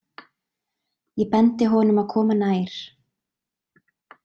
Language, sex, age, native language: Icelandic, female, 20-29, Icelandic